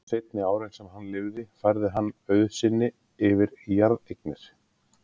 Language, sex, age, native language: Icelandic, male, 30-39, Icelandic